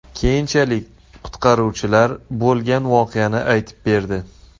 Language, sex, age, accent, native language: Uzbek, male, 25-34, Xorazm, Uzbek